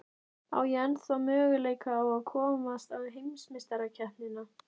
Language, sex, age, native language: Icelandic, female, 14, Icelandic